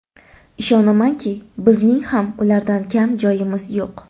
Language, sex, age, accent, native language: Uzbek, female, 25-34, Toshkent shahri, Uzbek